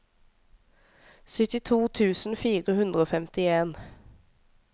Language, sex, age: Norwegian, female, 26